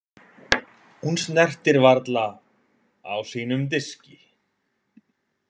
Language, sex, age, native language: Icelandic, male, 20-29, Icelandic